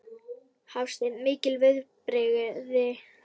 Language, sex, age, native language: Icelandic, female, 11, Icelandic